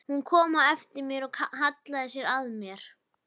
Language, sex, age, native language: Icelandic, female, 11, Icelandic